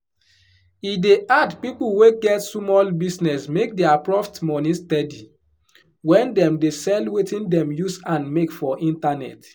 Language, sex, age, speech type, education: Nigerian Pidgin, male, 15-29, spontaneous, tertiary